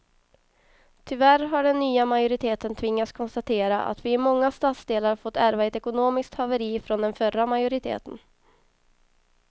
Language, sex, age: Swedish, female, 22